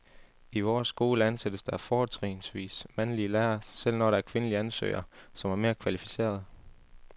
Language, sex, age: Danish, male, 18